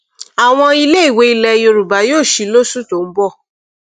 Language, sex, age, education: Yoruba, female, 15-29, tertiary